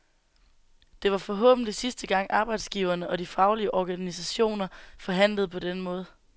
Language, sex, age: Danish, female, 19